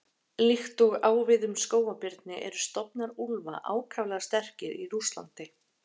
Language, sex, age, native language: Icelandic, female, 30-39, Icelandic